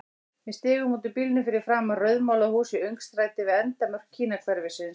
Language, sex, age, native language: Icelandic, female, 60-69, Icelandic